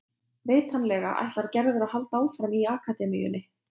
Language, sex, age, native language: Icelandic, female, 20-29, Lithuanian